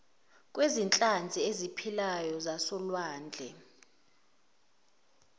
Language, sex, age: Zulu, female, 19